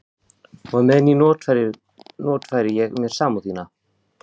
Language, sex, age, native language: Icelandic, male, 15, Icelandic